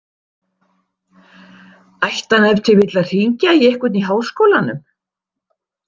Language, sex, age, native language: Icelandic, female, 60-69, Icelandic